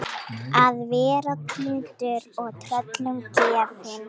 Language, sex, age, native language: Icelandic, female, 40-49, Icelandic